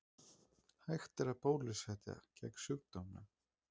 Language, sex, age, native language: Icelandic, male, 20-29, Icelandic